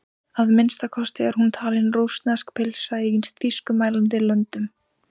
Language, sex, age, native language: Icelandic, female, 18-19, Icelandic